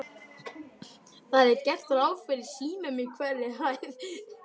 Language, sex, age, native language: Icelandic, male, 12, Icelandic